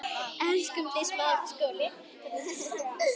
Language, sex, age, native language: Icelandic, female, 10, Icelandic